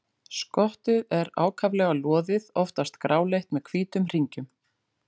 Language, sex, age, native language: Icelandic, female, 40-49, Icelandic